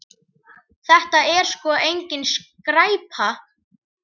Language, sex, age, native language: Icelandic, male, 10, Icelandic